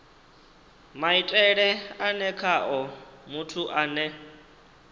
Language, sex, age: Venda, male, 19